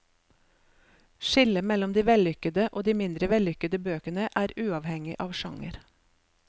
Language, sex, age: Norwegian, female, 47